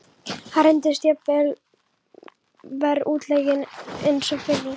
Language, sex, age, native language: Icelandic, female, 11, Icelandic